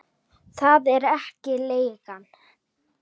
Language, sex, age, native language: Icelandic, female, 9, Icelandic